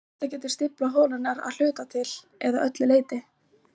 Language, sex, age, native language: Icelandic, female, 20-29, Icelandic